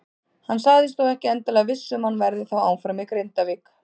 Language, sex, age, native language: Icelandic, female, 30-39, Icelandic